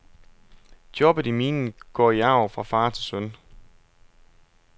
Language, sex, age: Danish, male, 32